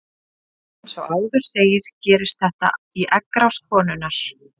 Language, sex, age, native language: Icelandic, female, 30-39, Icelandic